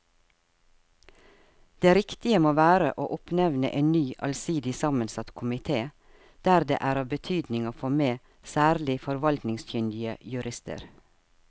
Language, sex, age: Norwegian, female, 52